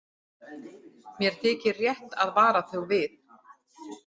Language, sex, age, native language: Icelandic, female, 40-49, Icelandic